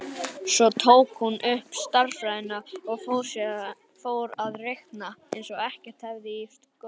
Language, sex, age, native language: Icelandic, male, 18-19, Icelandic